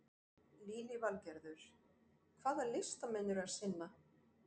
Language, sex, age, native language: Icelandic, female, 40-49, French